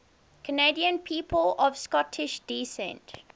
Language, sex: English, female